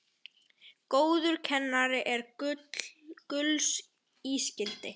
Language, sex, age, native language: Icelandic, male, 10, Icelandic